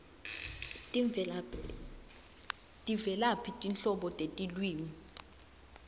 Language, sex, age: Swati, female, 20